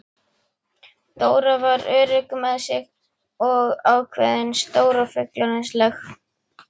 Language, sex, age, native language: Icelandic, female, 11, Icelandic